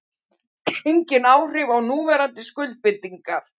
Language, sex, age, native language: Icelandic, male, 70-79, Icelandic